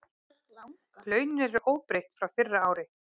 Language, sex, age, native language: Icelandic, female, 30-39, Icelandic